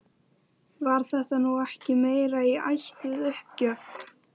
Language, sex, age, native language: Icelandic, female, 11, Icelandic